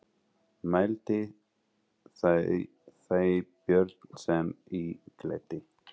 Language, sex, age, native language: Icelandic, female, 40-49, English